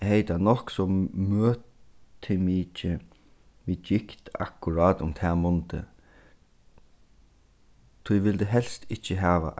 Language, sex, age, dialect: Faroese, male, 15-35, Suðurstreymoy